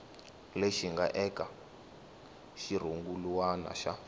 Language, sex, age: Tsonga, male, 19